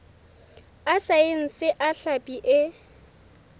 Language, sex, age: Southern Sotho, female, 18